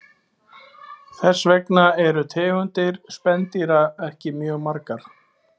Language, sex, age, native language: Icelandic, male, 20-29, Icelandic